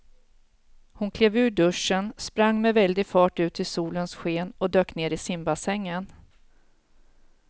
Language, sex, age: Swedish, female, 46